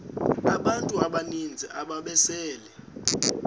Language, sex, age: Xhosa, male, 19